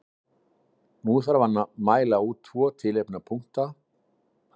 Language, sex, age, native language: Icelandic, male, 60-69, Icelandic